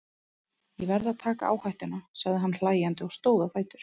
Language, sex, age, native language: Icelandic, female, 30-39, Icelandic